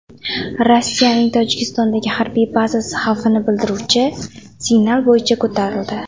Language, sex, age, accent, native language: Uzbek, female, 18-24, Andijon, Uzbek